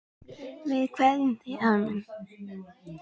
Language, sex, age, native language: Icelandic, female, 10, Icelandic